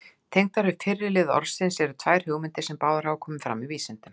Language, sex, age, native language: Icelandic, female, 60-69, Icelandic